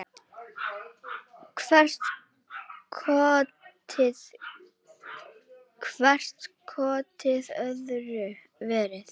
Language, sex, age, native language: Icelandic, female, 10, Icelandic